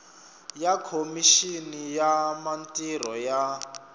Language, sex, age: Tsonga, male, 25